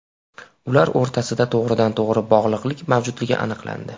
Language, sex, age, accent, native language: Uzbek, male, 18-24, Farg'ona, Uzbek